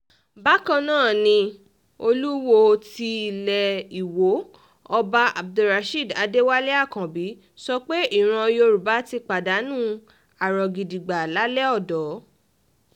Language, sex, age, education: Yoruba, female, 15-29, tertiary